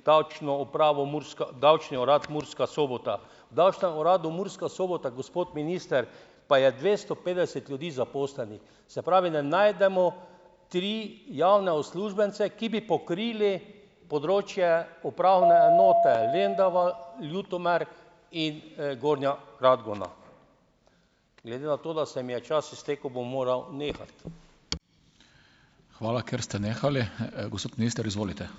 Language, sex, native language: Slovenian, male, Slovenian